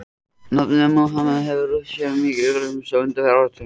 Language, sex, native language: Icelandic, male, Icelandic